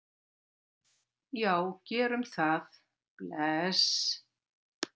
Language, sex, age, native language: Icelandic, female, 60-69, Icelandic